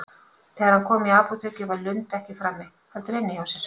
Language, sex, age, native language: Icelandic, female, 50-59, Icelandic